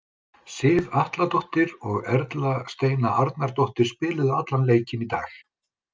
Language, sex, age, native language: Icelandic, male, 50-59, Icelandic